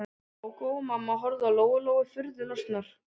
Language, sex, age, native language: Icelandic, other, 12, Icelandic